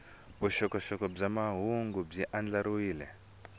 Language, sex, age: Tsonga, male, 22